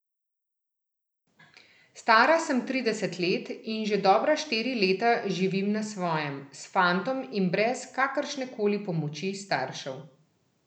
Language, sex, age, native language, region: Slovenian, female, 30-49, Slovenian, Central Slovenia